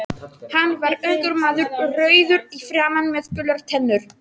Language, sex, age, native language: Icelandic, male, 40-49, Polish